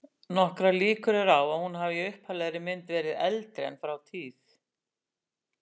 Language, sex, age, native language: Icelandic, female, 60-69, Icelandic